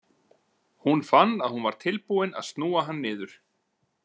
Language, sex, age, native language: Icelandic, male, 40-49, Icelandic